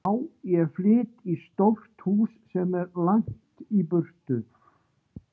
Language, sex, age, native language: Icelandic, female, 60-69, Icelandic